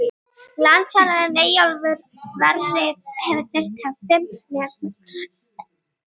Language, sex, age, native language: Icelandic, female, 30-39, Icelandic